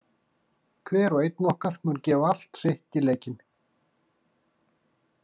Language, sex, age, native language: Icelandic, male, 40-49, Icelandic